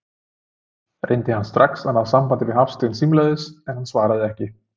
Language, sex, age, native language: Icelandic, male, 30-39, Icelandic